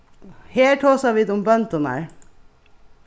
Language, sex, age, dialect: Faroese, female, 36-60, Suðurstreymoy